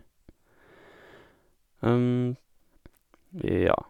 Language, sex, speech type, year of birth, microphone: Norwegian, male, spontaneous, 1987, Sennheiser